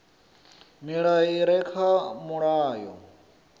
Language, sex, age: Venda, male, 34